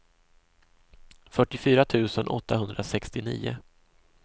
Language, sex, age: Swedish, male, 26